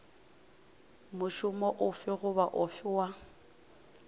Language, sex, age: Northern Sotho, female, 24